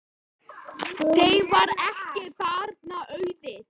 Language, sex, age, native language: Icelandic, male, 10, Icelandic